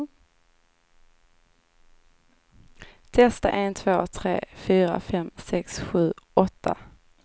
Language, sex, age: Swedish, female, 18